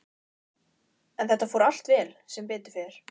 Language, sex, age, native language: Icelandic, female, 15, Icelandic